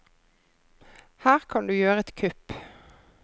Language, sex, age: Norwegian, female, 33